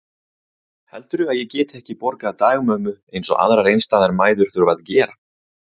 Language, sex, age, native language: Icelandic, male, 30-39, Icelandic